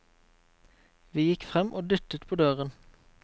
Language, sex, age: Norwegian, male, 23